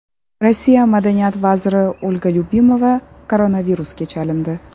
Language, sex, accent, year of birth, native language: Uzbek, female, Toshkent shahri, 1994, Uzbek